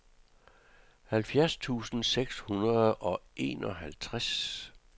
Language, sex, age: Danish, male, 66